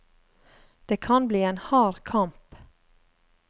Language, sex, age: Norwegian, female, 35